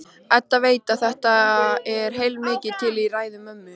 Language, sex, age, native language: Icelandic, female, 13, Icelandic